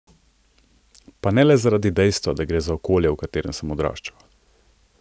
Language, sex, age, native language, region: Slovenian, male, 30-49, Slovenian, Central Slovenia